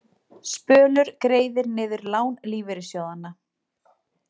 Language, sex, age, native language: Icelandic, female, 40-49, Icelandic